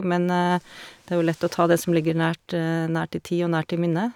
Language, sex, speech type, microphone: Norwegian, female, spontaneous, Shure